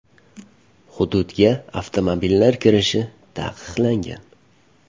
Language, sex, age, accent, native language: Uzbek, male, 18-24, Farg'ona, Uzbek